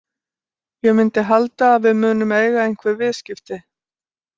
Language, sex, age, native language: Icelandic, female, 60-69, Icelandic